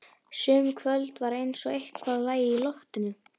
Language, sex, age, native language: Icelandic, female, 11, Icelandic